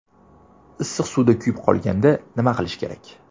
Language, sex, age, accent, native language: Uzbek, male, 19-29, Toshkent viloyati, Uzbek